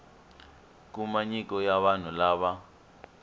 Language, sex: Tsonga, male